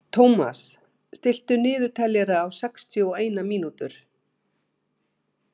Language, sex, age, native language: Icelandic, female, 50-59, Icelandic